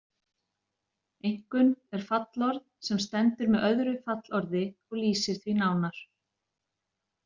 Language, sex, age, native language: Icelandic, female, 40-49, Icelandic